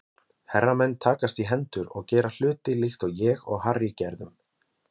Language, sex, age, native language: Icelandic, male, 20-29, Icelandic